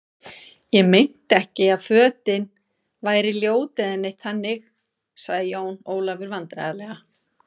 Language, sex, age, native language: Icelandic, female, 40-49, Icelandic